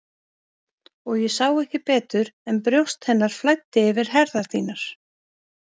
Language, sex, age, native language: Icelandic, female, 50-59, Icelandic